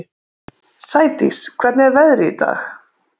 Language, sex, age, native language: Icelandic, female, 30-39, Icelandic